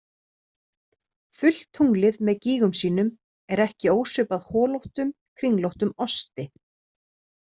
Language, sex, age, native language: Icelandic, female, 30-39, Icelandic